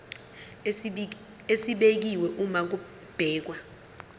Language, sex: Zulu, female